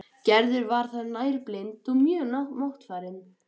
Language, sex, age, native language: Icelandic, female, 12, Icelandic